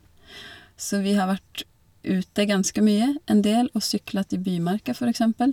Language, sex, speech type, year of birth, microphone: Norwegian, female, spontaneous, 1982, Shure